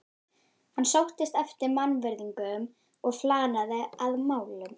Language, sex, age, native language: Icelandic, female, 12, Icelandic